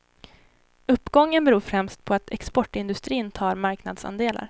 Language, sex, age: Swedish, female, 18